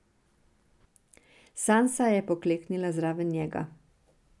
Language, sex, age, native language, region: Slovenian, female, 60+, Serbian, Drava region